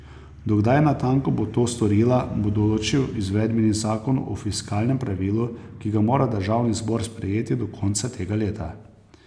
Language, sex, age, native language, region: Slovenian, male, 30-49, Slovenian, Posavska region